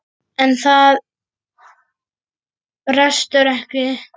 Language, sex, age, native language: Icelandic, male, 8, Icelandic